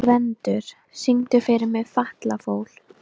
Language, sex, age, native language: Icelandic, female, 12, Icelandic